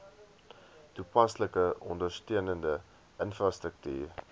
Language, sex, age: Afrikaans, male, 20